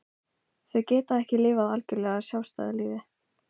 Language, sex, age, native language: Icelandic, female, 15, Icelandic